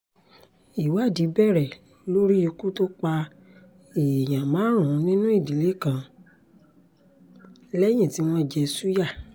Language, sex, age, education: Yoruba, female, 30-45, tertiary